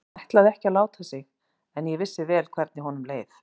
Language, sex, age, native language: Icelandic, female, 40-49, Icelandic